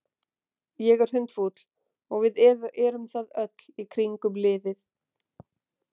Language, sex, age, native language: Icelandic, female, 40-49, Icelandic